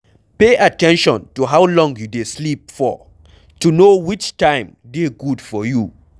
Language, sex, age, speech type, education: Nigerian Pidgin, male, 15-29, read, secondary